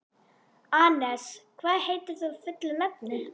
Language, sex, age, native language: Icelandic, female, 11, Icelandic